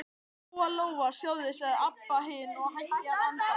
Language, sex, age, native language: Icelandic, male, 11, Icelandic